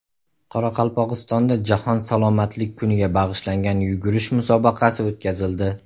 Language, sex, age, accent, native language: Uzbek, male, 18-24, Andijon, Uzbek